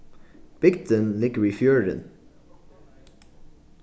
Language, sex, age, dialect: Faroese, male, 15-35, Norðuroyggjar